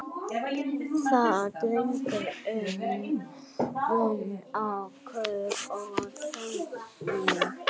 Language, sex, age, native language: Icelandic, female, 40-49, Icelandic